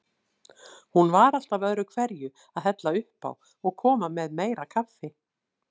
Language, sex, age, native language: Icelandic, female, 60-69, Icelandic